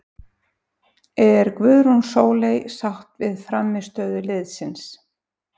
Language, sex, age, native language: Icelandic, female, 50-59, Icelandic